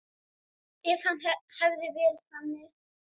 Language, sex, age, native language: Icelandic, female, 10, Icelandic